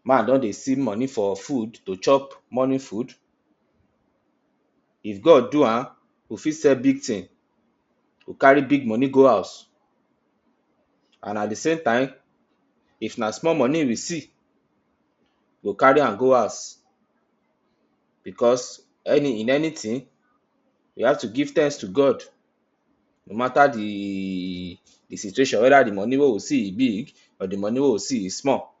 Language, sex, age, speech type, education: Nigerian Pidgin, male, 46-60, spontaneous, tertiary